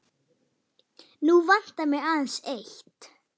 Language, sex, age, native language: Icelandic, female, 9, Icelandic